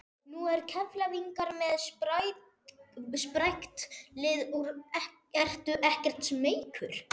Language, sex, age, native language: Icelandic, male, 40-49, Spanish